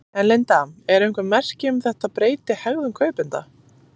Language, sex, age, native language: Icelandic, female, 30-39, Icelandic